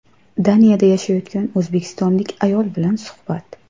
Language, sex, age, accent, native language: Uzbek, female, 25-34, Qashqadaryo, Uzbek